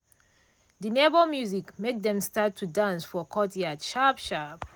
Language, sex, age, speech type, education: Nigerian Pidgin, female, 30-45, spontaneous, tertiary